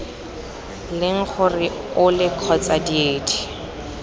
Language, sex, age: Tswana, female, 20